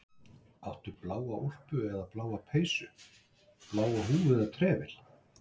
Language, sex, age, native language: Icelandic, male, 60-69, Icelandic